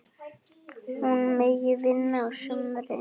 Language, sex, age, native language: Icelandic, male, 7, Icelandic